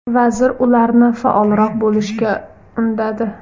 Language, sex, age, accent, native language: Uzbek, female, 19-29, Farg'ona, Uzbek